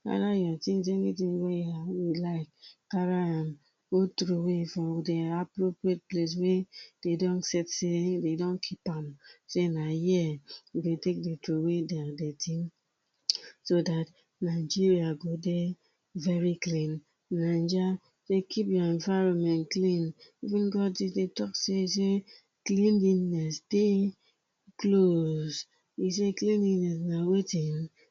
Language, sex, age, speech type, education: Nigerian Pidgin, female, 30-45, spontaneous, tertiary